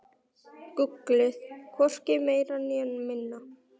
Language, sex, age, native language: Icelandic, male, 9, Icelandic